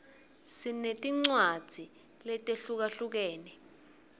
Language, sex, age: Swati, female, 22